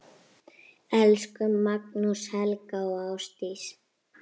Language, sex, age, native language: Icelandic, female, 8, Icelandic